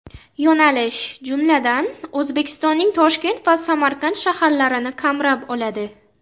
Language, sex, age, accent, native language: Uzbek, female, under 19, Xorazm, Uzbek